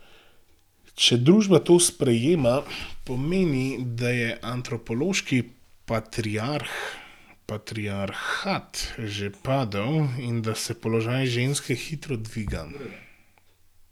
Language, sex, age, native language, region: Slovenian, male, 18-29, Slovenian, Gorenjska region